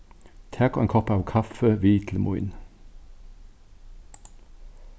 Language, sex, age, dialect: Faroese, male, 61+, Norðuroyggjar